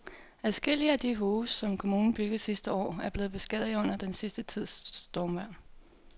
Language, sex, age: Danish, female, 24